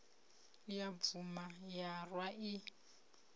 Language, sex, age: Venda, female, 30